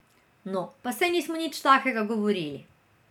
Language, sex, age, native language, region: Slovenian, female, 18-29, Slovenian, Drava region